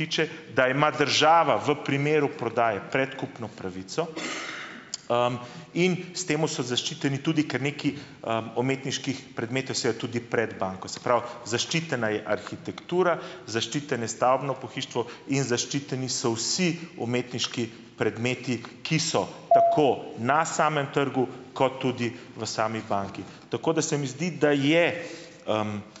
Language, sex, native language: Slovenian, male, Slovenian